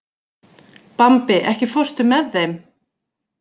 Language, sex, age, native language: Icelandic, female, 40-49, Icelandic